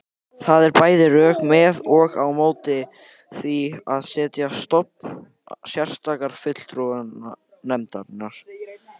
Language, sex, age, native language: Icelandic, male, 18-19, Icelandic